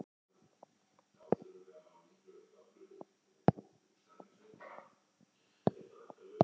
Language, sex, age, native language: Icelandic, male, 60-69, Icelandic